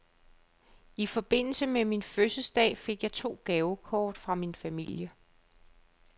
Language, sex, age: Danish, female, 35